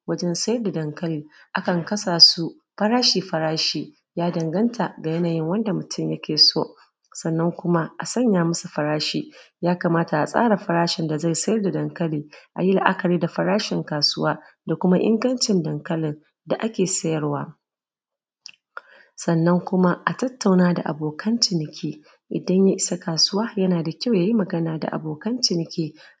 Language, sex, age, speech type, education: Hausa, female, 30-45, spontaneous, secondary